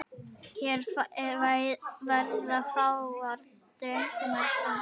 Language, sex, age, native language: Icelandic, female, 9, Icelandic